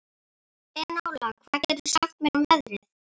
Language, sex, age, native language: Icelandic, female, 11, Icelandic